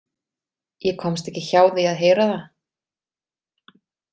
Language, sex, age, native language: Icelandic, female, 30-39, Icelandic